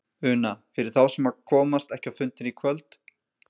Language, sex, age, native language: Icelandic, male, 30-39, Icelandic